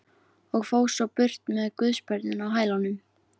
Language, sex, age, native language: Icelandic, female, 15, Icelandic